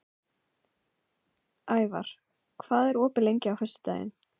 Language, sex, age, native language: Icelandic, female, 15, Icelandic